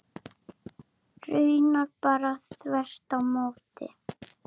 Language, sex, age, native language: Icelandic, female, 7, Icelandic